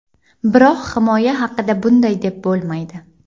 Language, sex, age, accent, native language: Uzbek, female, 18-24, Jizzax, Uzbek